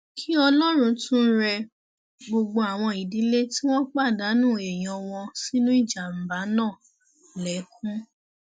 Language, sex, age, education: Yoruba, female, 15-29, tertiary